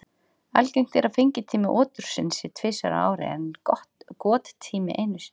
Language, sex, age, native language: Icelandic, female, 40-49, Icelandic